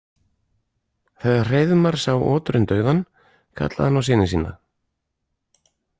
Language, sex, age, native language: Icelandic, male, 40-49, Icelandic